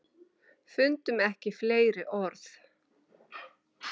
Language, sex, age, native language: Icelandic, male, 7, Icelandic